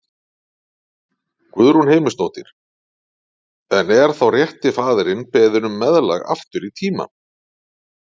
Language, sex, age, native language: Icelandic, male, 40-49, Icelandic